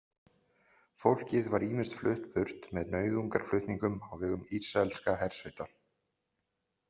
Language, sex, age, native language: Icelandic, male, 40-49, Icelandic